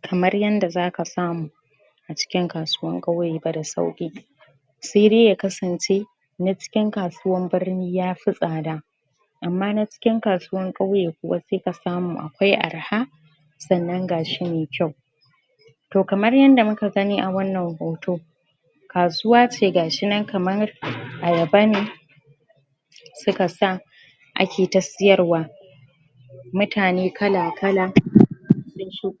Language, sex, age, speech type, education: Hausa, female, 15-29, spontaneous, primary